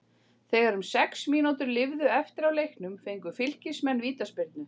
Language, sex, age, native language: Icelandic, female, 40-49, Icelandic